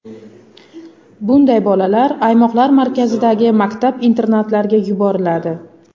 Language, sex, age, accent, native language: Uzbek, female, 25-34, Samarqand, Uzbek